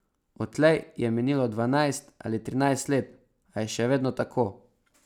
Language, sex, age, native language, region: Slovenian, male, 18-29, Slovenian, Savinja region